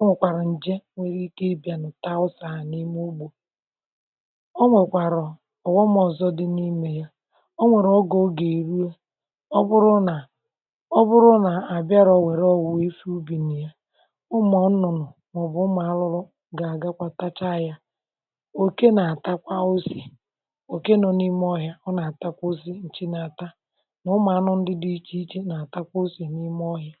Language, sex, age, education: Igbo, female, 60+, tertiary